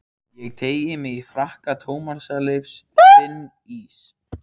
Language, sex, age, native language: Icelandic, male, 14, Icelandic